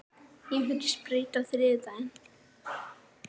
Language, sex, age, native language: Icelandic, female, 18-19, Icelandic